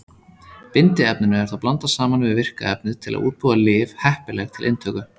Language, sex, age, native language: Icelandic, male, 30-39, Icelandic